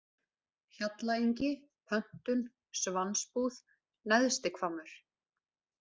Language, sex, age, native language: Icelandic, female, 20-29, Icelandic